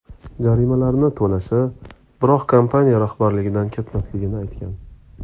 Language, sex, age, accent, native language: Uzbek, male, 25-34, Toshkent viloyati, Uzbek